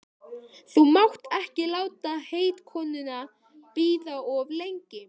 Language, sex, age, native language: Icelandic, male, 13, Icelandic